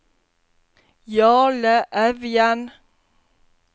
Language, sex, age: Norwegian, female, 32